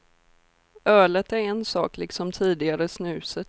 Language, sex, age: Swedish, female, 24